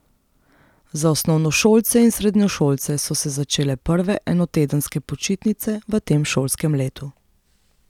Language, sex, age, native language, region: Slovenian, female, 30-49, Slovenian, Central Slovenia